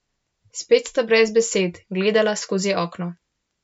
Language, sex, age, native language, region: Slovenian, male, 12-17, Slovenian, Central Slovenia